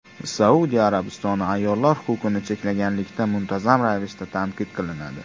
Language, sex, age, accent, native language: Uzbek, male, 19-29, Andijon, Uzbek